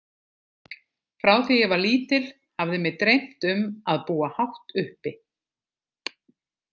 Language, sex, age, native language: Icelandic, other, 50-59, Icelandic